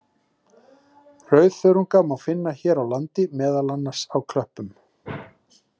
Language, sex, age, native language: Icelandic, male, 40-49, Icelandic